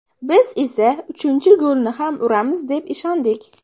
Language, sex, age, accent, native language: Uzbek, female, under 19, Namangan, Uzbek